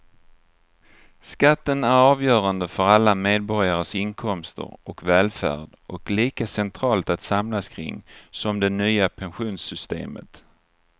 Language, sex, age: Swedish, male, 49